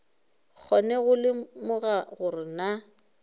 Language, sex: Northern Sotho, female